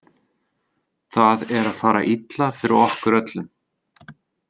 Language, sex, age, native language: Icelandic, male, 30-39, Icelandic